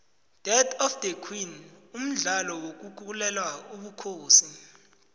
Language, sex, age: South Ndebele, male, 20